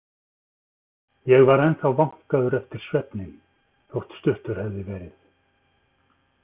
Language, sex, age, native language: Icelandic, male, 50-59, Icelandic